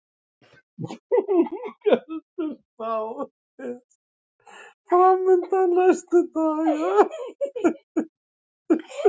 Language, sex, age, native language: Icelandic, male, 30-39, Icelandic